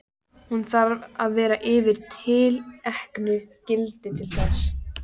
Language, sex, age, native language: Icelandic, female, 14, Icelandic